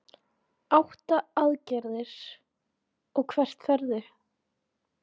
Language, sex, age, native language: Icelandic, female, 16, Icelandic